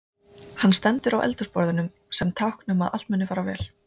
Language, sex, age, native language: Icelandic, female, 20-29, Icelandic